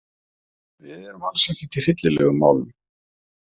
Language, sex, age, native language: Icelandic, male, 30-39, Icelandic